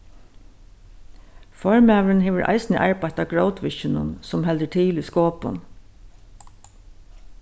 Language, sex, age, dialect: Faroese, female, 61+, Suðurstreymoy